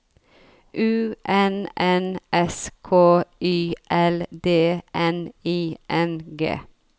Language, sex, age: Norwegian, female, 40